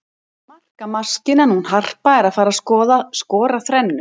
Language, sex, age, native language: Icelandic, female, 60-69, Icelandic